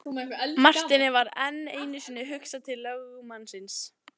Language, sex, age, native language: Icelandic, other, 14, Icelandic